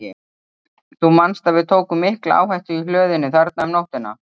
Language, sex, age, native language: Icelandic, female, 30-39, Icelandic